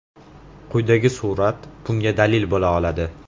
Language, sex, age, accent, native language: Uzbek, male, 18-24, Andijon, Uzbek